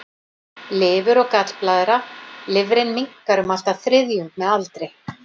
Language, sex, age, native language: Icelandic, female, 40-49, Icelandic